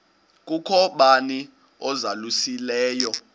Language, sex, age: Xhosa, male, 20